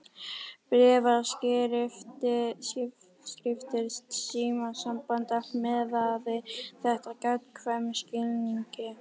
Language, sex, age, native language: Icelandic, female, 11, Icelandic